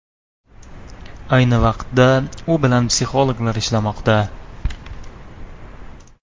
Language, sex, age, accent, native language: Uzbek, male, 19-29, Toshkent shahri, Uzbek